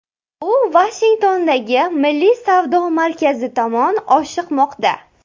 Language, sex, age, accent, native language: Uzbek, female, 18-24, Samarqand, Uzbek